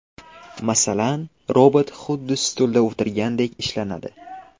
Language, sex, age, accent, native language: Uzbek, male, 12-17, Qashqadaryo, Uzbek